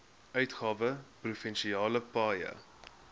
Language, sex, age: Afrikaans, male, 21